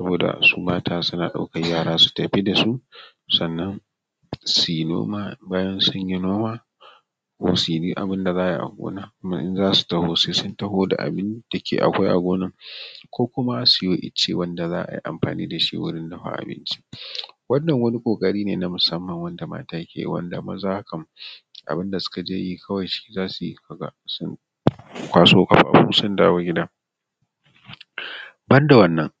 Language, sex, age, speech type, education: Hausa, male, 15-29, spontaneous, tertiary